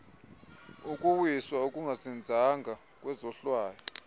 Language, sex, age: Xhosa, male, 24